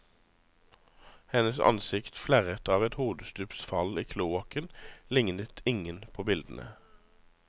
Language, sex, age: Norwegian, male, 35